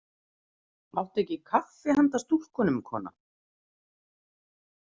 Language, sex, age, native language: Icelandic, female, 30-39, Icelandic